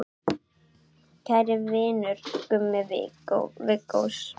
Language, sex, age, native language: Icelandic, male, 8, Icelandic